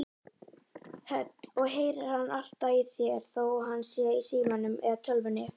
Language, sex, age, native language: Icelandic, female, 18-19, Icelandic